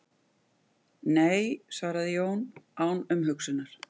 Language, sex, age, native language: Icelandic, female, 50-59, Icelandic